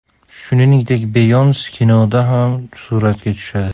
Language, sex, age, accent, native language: Uzbek, male, 25-34, Samarqand, Uzbek